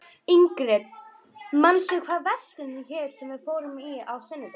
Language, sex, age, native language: Icelandic, female, 11, Icelandic